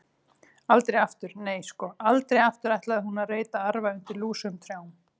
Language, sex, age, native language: Icelandic, female, 30-39, Icelandic